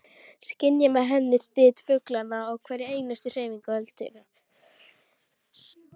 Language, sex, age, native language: Icelandic, female, 12, Icelandic